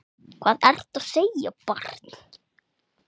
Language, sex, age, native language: Icelandic, male, 8, Icelandic